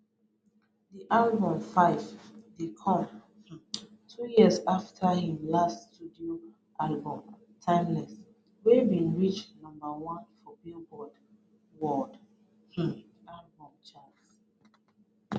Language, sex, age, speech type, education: Nigerian Pidgin, female, 30-45, spontaneous, tertiary